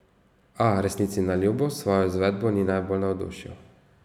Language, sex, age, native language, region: Slovenian, male, 18-29, Slovenian, Savinja region